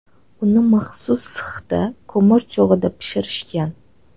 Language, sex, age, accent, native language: Uzbek, female, 18-24, Toshkent shahri, Uzbek